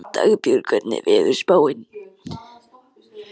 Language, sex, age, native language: Icelandic, male, 14, Icelandic